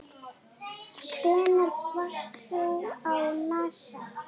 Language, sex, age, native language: Icelandic, female, 8, Icelandic